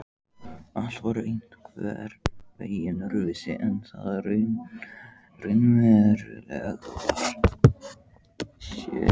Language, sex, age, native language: Icelandic, male, 14, Icelandic